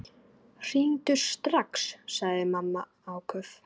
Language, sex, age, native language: Icelandic, female, 9, Icelandic